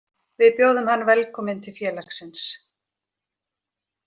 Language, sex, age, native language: Icelandic, female, 40-49, Icelandic